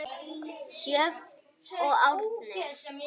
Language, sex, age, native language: Icelandic, female, 8, Icelandic